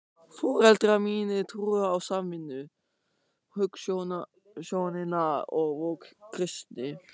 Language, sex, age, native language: Icelandic, male, 14, German